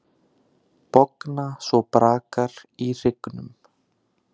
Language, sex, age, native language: Icelandic, male, 30-39, Icelandic